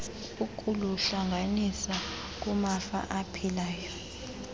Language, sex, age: Xhosa, female, 26